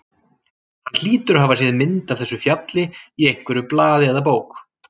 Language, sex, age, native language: Icelandic, male, 40-49, Icelandic